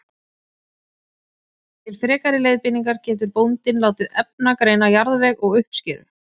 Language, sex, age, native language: Icelandic, female, 30-39, Icelandic